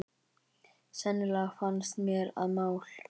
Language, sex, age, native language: Icelandic, male, 18-19, Icelandic